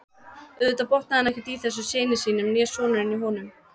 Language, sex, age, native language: Icelandic, female, 20-29, Icelandic